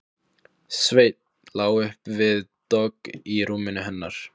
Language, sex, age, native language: Icelandic, male, 15, Icelandic